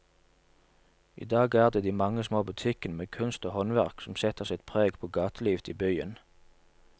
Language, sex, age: Norwegian, male, 27